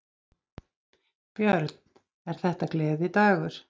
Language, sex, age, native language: Icelandic, female, 50-59, Icelandic